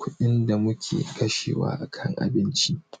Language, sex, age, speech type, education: Hausa, male, 15-29, spontaneous, tertiary